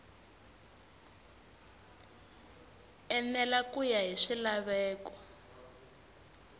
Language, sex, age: Tsonga, female, 24